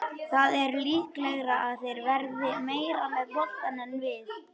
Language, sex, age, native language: Icelandic, male, 21, Icelandic